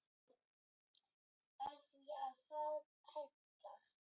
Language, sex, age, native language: Icelandic, female, 7, Icelandic